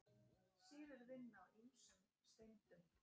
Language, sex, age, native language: Icelandic, female, 40-49, Icelandic